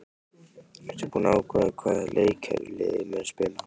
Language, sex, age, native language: Icelandic, male, 15, Icelandic